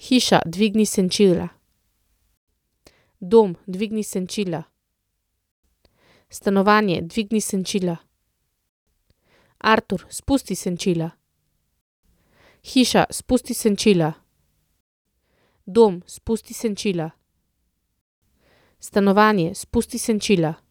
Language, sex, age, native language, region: Slovenian, female, 30-49, Slovenian, Central Slovenia